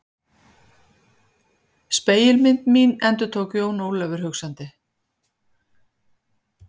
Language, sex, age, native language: Icelandic, female, 50-59, Icelandic